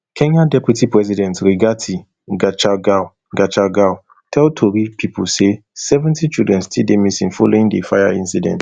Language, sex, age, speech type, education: Nigerian Pidgin, male, 30-45, spontaneous, tertiary